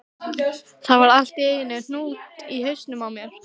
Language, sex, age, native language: Icelandic, female, 12, Icelandic